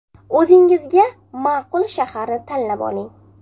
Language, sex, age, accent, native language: Uzbek, female, 19-29, Jizzax, Uzbek